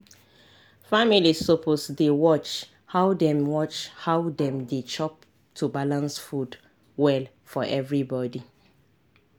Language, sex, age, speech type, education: Nigerian Pidgin, female, 30-45, spontaneous, tertiary